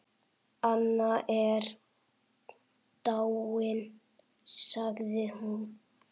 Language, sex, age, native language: Icelandic, male, 7, Icelandic